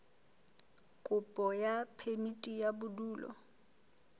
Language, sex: Southern Sotho, female